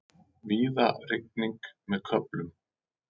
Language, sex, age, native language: Icelandic, male, 40-49, Icelandic